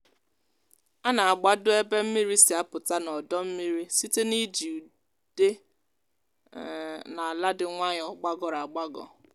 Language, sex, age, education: Igbo, female, 15-29, tertiary